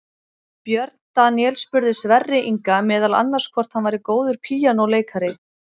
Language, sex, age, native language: Icelandic, female, 30-39, Icelandic